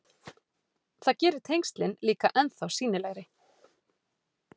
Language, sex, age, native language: Icelandic, female, 40-49, Icelandic